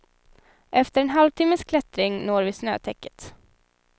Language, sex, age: Swedish, female, 19